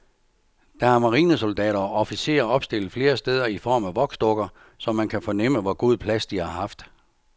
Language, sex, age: Danish, male, 64